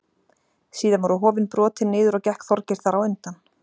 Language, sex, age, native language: Icelandic, female, 40-49, Icelandic